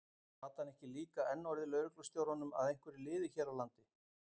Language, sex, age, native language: Icelandic, male, 50-59, Icelandic